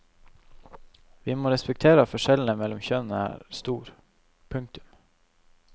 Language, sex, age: Norwegian, male, 21